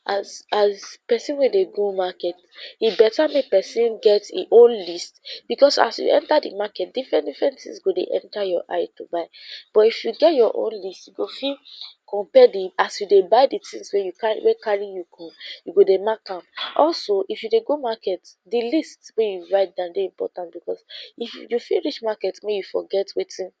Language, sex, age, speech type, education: Nigerian Pidgin, female, 15-29, spontaneous, secondary